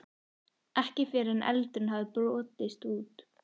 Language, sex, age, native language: Icelandic, female, 14, Icelandic